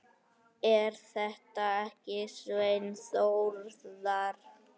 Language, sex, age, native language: Icelandic, male, 8, Icelandic